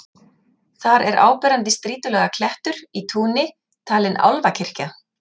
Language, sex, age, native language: Icelandic, female, 40-49, Icelandic